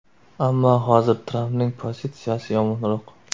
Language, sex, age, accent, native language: Uzbek, male, 18-24, Surxondaryo, Uzbek